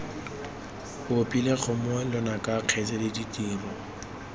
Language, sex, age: Tswana, male, 21